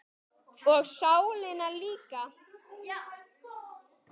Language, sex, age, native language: Icelandic, male, 10, Icelandic